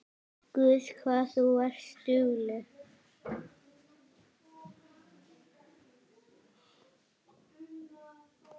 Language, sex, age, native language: Icelandic, male, 9, Icelandic